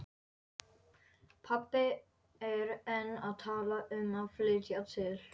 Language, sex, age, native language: Icelandic, male, 11, Polish